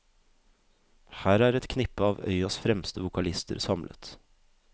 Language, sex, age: Norwegian, male, 32